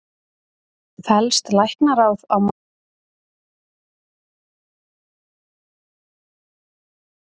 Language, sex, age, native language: Icelandic, female, 30-39, Icelandic